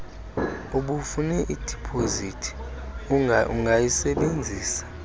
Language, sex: Xhosa, male